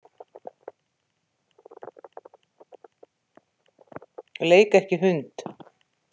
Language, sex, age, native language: Icelandic, female, 50-59, Icelandic